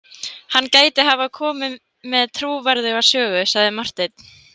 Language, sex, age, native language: Icelandic, female, 18-19, Icelandic